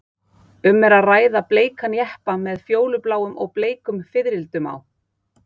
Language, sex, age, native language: Icelandic, female, 40-49, Icelandic